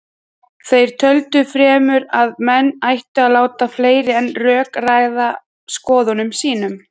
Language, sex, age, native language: Icelandic, female, 30-39, Icelandic